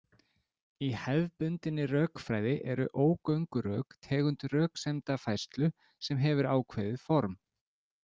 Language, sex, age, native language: Icelandic, male, 30-39, Icelandic